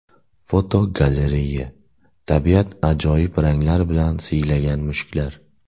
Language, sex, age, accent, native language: Uzbek, male, 18-24, Namangan, Uzbek